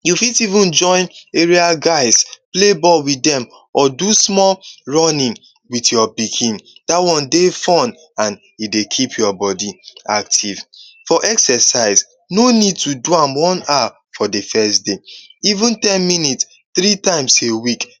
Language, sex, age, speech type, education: Nigerian Pidgin, male, 15-29, spontaneous, tertiary